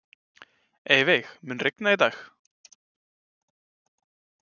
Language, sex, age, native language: Icelandic, male, 20-29, Icelandic